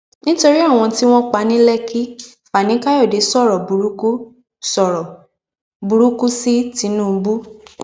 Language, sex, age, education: Yoruba, female, 15-29, tertiary